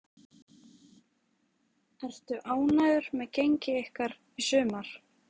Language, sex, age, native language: Icelandic, female, 20-29, Icelandic